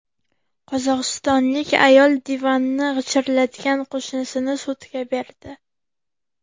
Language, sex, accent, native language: Uzbek, female, Farg'ona, Uzbek